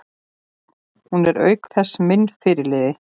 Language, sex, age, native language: Icelandic, female, 40-49, Icelandic